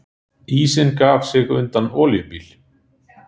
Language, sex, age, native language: Icelandic, male, 40-49, Icelandic